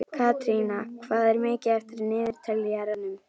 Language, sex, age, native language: Icelandic, female, 11, Icelandic